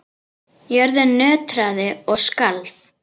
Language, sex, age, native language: Icelandic, female, 10, Icelandic